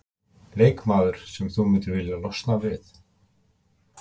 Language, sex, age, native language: Icelandic, male, 50-59, Icelandic